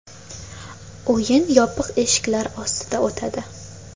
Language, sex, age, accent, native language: Uzbek, female, 19-29, Qashqadaryo, Uzbek